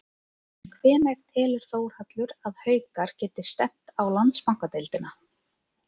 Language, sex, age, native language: Icelandic, female, 30-39, Icelandic